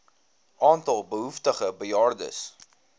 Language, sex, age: Afrikaans, male, 19